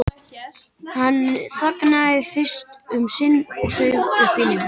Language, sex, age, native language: Icelandic, male, 11, Icelandic